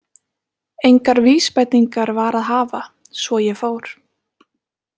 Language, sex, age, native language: Icelandic, female, 20-29, Icelandic